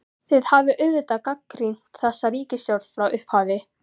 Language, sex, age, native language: Icelandic, female, 14, Icelandic